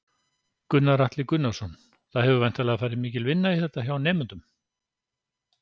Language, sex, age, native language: Icelandic, male, 60-69, Icelandic